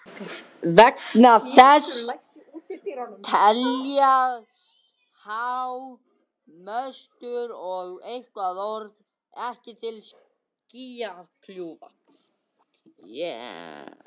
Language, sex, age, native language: Icelandic, other, 60-69, Icelandic